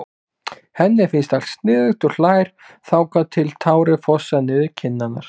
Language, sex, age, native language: Icelandic, male, 20-29, Icelandic